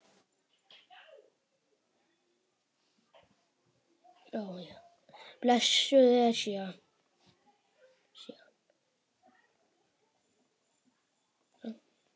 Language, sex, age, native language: Icelandic, male, 7, Icelandic